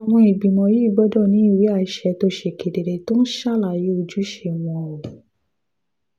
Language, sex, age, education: Yoruba, female, 15-29, tertiary